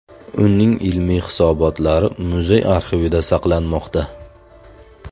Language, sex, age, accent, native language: Uzbek, male, 25-34, Farg'ona, Uzbek